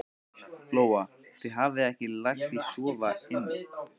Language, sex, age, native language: Icelandic, male, 15, Icelandic